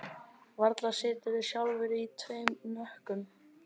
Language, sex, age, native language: Icelandic, male, 30-39, Icelandic